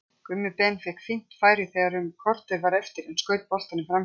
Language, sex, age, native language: Icelandic, female, 50-59, Icelandic